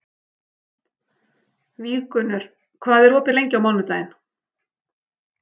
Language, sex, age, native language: Icelandic, female, 40-49, Icelandic